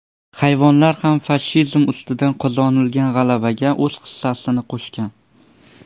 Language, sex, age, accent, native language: Uzbek, male, under 19, Surxondaryo, Uzbek